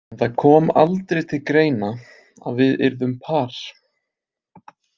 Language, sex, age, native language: Icelandic, male, 20-29, Icelandic